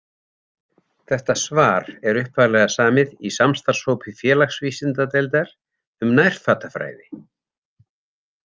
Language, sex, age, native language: Icelandic, male, 70-79, Icelandic